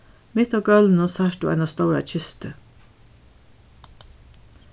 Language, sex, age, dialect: Faroese, female, 61+, Suðurstreymoy